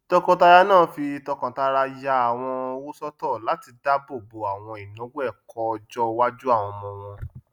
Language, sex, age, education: Yoruba, male, 30-45, tertiary